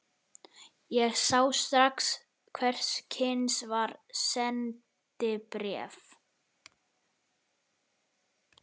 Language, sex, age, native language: Icelandic, male, 11, Icelandic